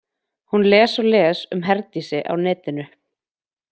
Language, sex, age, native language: Icelandic, female, 20-29, Icelandic